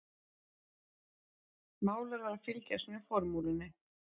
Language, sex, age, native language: Icelandic, female, 40-49, Icelandic